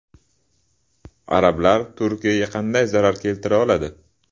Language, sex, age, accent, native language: Uzbek, male, 25-34, Toshkent shahri, Uzbek